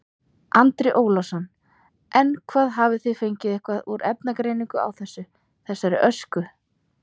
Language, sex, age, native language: Icelandic, female, 30-39, Icelandic